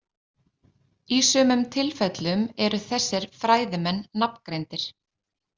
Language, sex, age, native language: Icelandic, female, 30-39, Icelandic